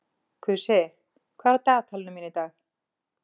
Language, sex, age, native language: Icelandic, female, 40-49, Icelandic